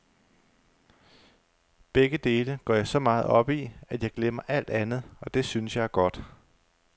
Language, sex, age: Danish, male, 35